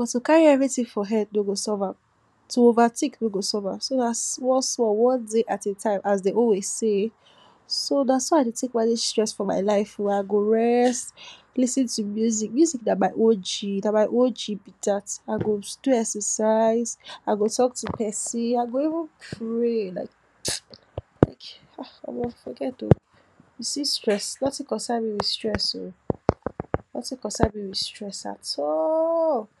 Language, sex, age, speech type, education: Nigerian Pidgin, female, 46-60, spontaneous, tertiary